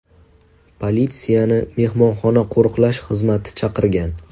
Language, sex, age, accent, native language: Uzbek, male, 19-29, Toshkent viloyati, Uzbek